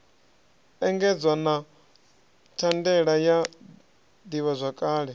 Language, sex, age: Venda, male, 26